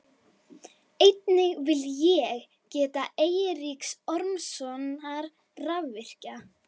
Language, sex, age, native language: Icelandic, female, 11, Icelandic